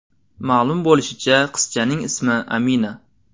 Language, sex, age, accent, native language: Uzbek, male, 19-29, Namangan, Uzbek